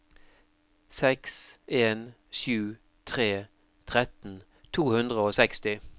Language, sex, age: Norwegian, male, 52